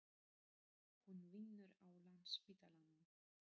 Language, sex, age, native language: Icelandic, female, 30-39, Polish